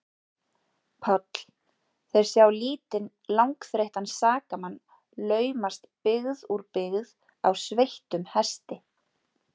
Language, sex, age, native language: Icelandic, female, 40-49, Icelandic